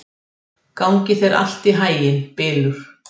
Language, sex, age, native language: Icelandic, female, 60-69, Icelandic